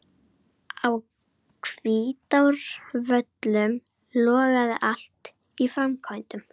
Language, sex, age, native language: Icelandic, female, 12, Icelandic